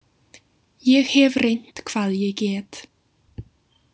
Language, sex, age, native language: Icelandic, female, 18-19, Icelandic